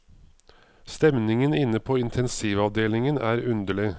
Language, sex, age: Norwegian, male, 55